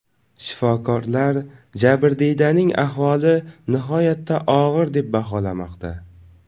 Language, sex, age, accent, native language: Uzbek, male, 18-24, Navoiy, Uzbek